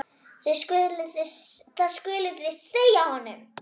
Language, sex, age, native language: Icelandic, female, 9, Icelandic